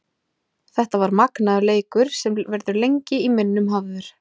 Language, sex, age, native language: Icelandic, female, 20-29, Icelandic